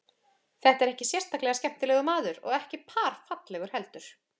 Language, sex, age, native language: Icelandic, female, 30-39, Icelandic